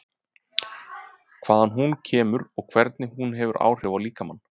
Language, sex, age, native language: Icelandic, male, 30-39, Icelandic